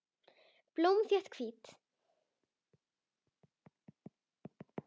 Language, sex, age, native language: Icelandic, female, 10, Icelandic